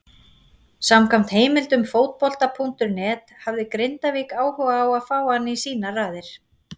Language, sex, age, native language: Icelandic, female, 40-49, Icelandic